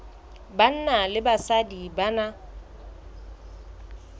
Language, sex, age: Southern Sotho, female, 22